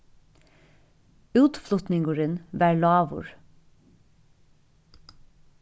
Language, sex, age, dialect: Faroese, female, 36-60, Suðurstreymoy